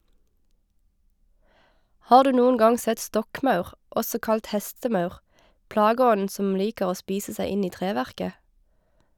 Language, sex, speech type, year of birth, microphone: Norwegian, female, read, 1989, Shure